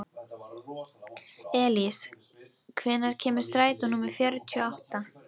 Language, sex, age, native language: Icelandic, female, 12, Icelandic